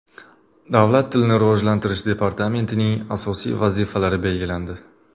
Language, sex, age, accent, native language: Uzbek, male, 25-34, Qashqadaryo, Uzbek